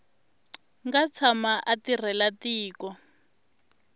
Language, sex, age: Tsonga, female, 23